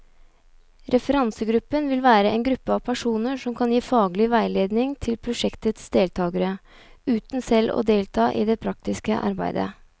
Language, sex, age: Norwegian, female, 29